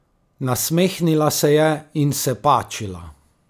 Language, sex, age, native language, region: Slovenian, male, 30-49, Slovenian, Carinthia region